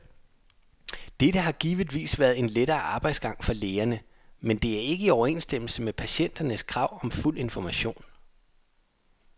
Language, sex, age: Danish, male, 27